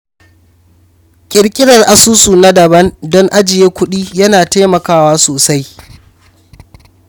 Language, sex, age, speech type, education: Hausa, male, 15-29, read, primary